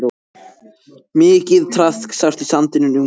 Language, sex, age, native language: Icelandic, male, 14, Icelandic